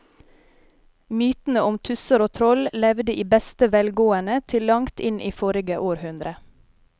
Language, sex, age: Norwegian, female, 30